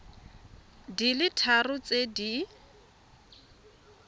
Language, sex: Tswana, female